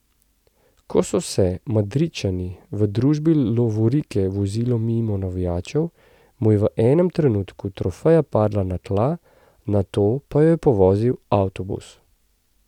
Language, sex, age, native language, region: Slovenian, male, 30-49, Slovenian, Central Slovenia